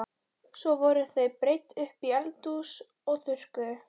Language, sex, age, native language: Icelandic, female, 12, Icelandic